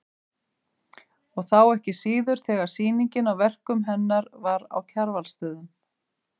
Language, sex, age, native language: Icelandic, female, 50-59, Icelandic